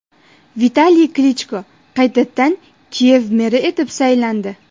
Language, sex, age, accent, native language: Uzbek, female, under 19, Jizzax, Uzbek